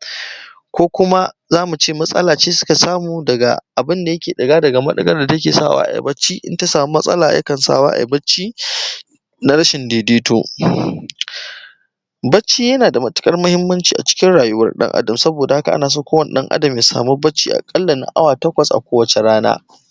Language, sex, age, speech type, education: Hausa, male, 15-29, spontaneous, tertiary